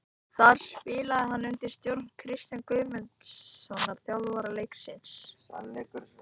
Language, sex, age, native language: Icelandic, male, 18-19, Icelandic